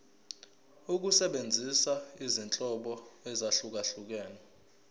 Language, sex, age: Zulu, male, 20